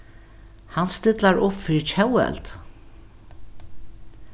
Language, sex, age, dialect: Faroese, female, 61+, Norðuroyggjar